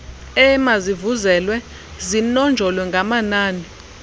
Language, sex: Xhosa, female